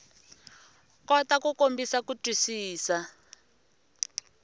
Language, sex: Tsonga, female